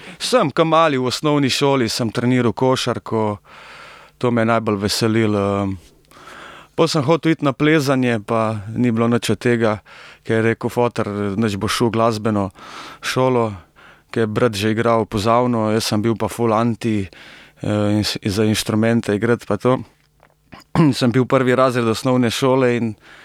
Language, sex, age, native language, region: Slovenian, male, 30-49, Slovenian, Primorsko-notranjska region